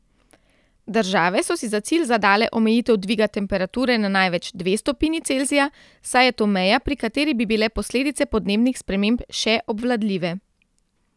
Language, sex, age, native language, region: Slovenian, female, 30-49, Slovenian, Central Slovenia